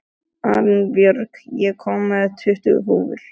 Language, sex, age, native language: Icelandic, male, 13, Icelandic